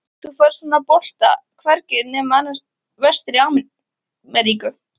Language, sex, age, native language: Icelandic, female, 13, Icelandic